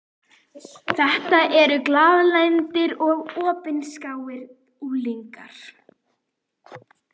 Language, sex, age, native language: Icelandic, female, 11, Icelandic